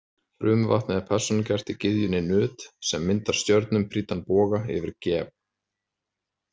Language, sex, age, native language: Icelandic, male, 30-39, Icelandic